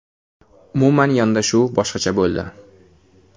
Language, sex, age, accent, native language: Uzbek, male, 18-24, Toshkent viloyati, Uzbek